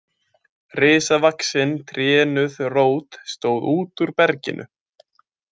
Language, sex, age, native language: Icelandic, male, 20-29, Icelandic